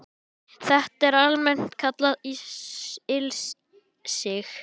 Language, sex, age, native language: Icelandic, male, 10, Icelandic